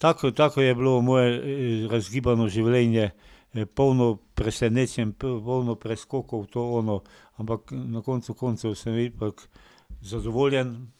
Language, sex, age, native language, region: Slovenian, male, 60+, Slovenian, Pomurje region